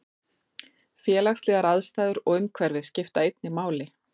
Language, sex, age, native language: Icelandic, female, 40-49, Icelandic